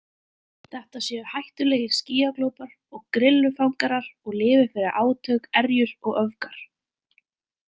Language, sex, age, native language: Icelandic, female, 20-29, Icelandic